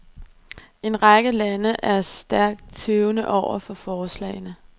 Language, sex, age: Danish, female, 23